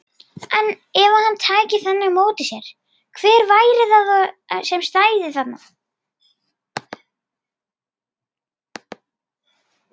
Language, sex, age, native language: Icelandic, female, 40-49, Icelandic